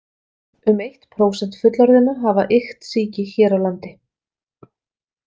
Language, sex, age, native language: Icelandic, female, 40-49, Icelandic